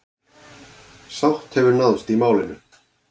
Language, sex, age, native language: Icelandic, male, 40-49, Icelandic